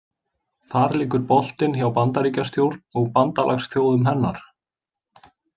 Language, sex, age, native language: Icelandic, male, 20-29, Icelandic